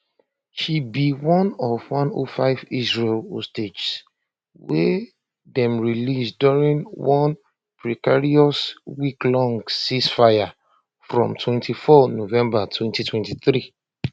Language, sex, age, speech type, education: Nigerian Pidgin, male, 30-45, spontaneous, tertiary